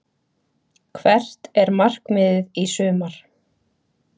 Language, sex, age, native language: Icelandic, female, 30-39, Icelandic